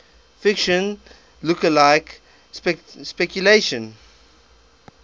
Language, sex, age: English, male, 23